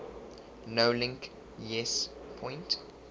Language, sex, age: English, male, 23